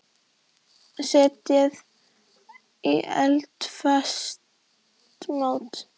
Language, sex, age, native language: Icelandic, female, 10, Icelandic